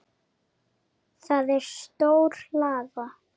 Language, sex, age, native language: Icelandic, female, 7, Icelandic